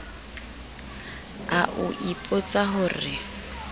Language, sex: Southern Sotho, female